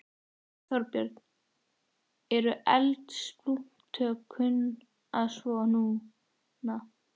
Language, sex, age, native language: Icelandic, female, 14, Icelandic